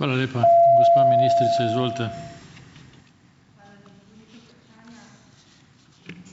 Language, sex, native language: Slovenian, male, Slovenian